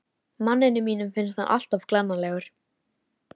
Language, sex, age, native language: Icelandic, female, 13, Icelandic